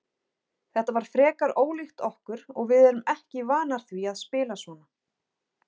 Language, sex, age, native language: Icelandic, female, 40-49, Icelandic